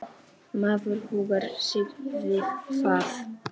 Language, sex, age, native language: Icelandic, male, 6, Polish